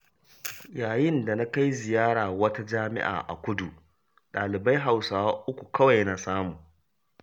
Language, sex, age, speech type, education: Hausa, male, 30-45, read, primary